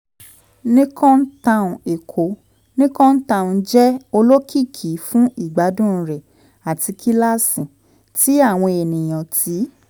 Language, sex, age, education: Yoruba, female, 15-29, tertiary